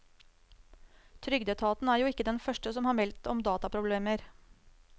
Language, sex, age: Norwegian, female, 35